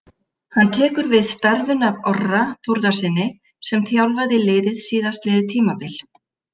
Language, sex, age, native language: Icelandic, female, 50-59, Icelandic